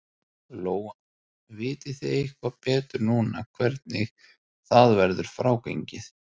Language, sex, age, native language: Icelandic, male, 30-39, Icelandic